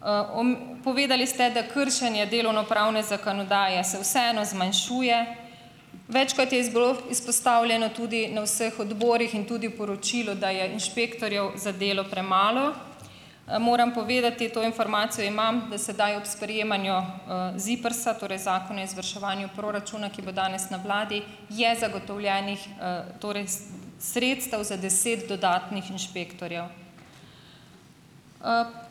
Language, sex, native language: Slovenian, female, Slovenian